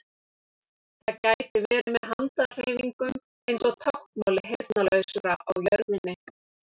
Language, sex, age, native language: Icelandic, female, 30-39, Icelandic